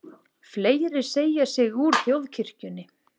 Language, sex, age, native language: Icelandic, female, 20-29, Icelandic